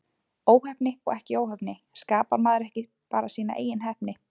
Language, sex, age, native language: Icelandic, female, 20-29, Icelandic